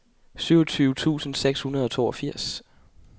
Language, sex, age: Danish, male, 21